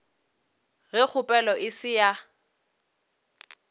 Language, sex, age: Northern Sotho, female, 26